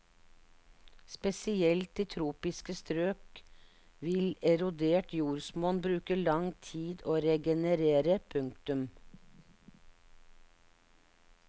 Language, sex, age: Norwegian, female, 59